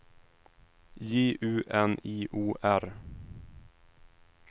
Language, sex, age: Swedish, male, 26